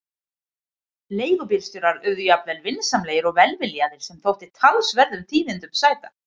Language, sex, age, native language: Icelandic, female, 50-59, Icelandic